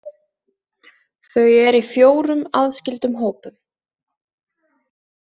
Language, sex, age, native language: Icelandic, female, 20-29, Icelandic